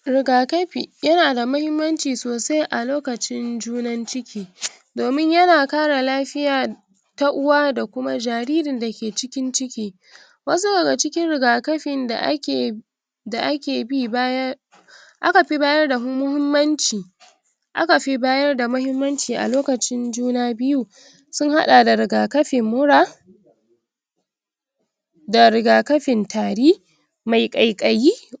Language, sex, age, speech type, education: Hausa, female, 60+, spontaneous, tertiary